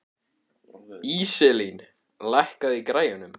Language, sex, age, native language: Icelandic, male, 14, Icelandic